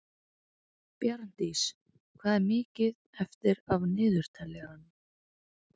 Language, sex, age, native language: Icelandic, female, 20-29, Icelandic